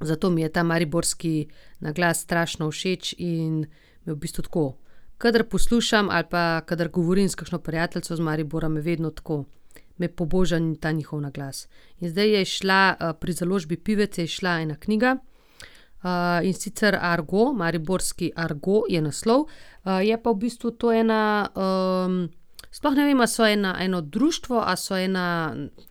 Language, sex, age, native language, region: Slovenian, female, 30-49, Slovenian, Gorenjska region